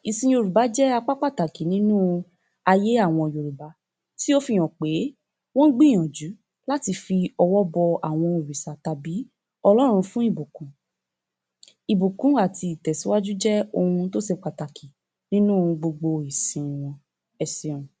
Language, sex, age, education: Yoruba, female, 15-29, tertiary